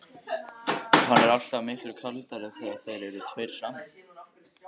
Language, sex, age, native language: Icelandic, male, 14, Icelandic